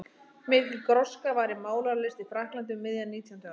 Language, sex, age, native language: Icelandic, female, 30-39, Icelandic